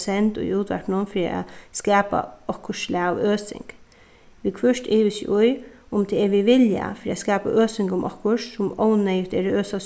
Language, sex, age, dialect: Faroese, female, 36-60, Suðuroy